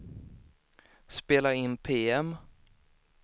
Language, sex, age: Swedish, male, 18